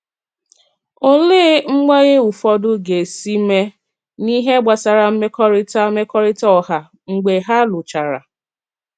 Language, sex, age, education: Igbo, female, 30-45, tertiary